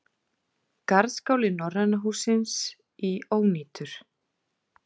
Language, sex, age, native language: Icelandic, female, 40-49, Icelandic